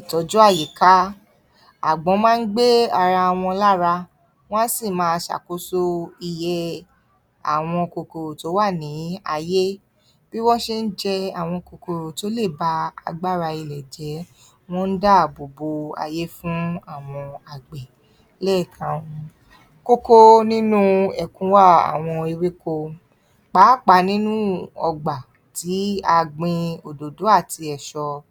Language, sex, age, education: Yoruba, female, 30-45, tertiary